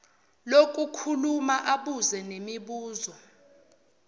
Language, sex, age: Zulu, female, 29